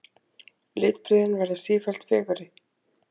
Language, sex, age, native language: Icelandic, female, 20-29, Icelandic